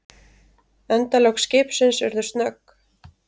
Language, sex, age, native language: Icelandic, female, 30-39, Icelandic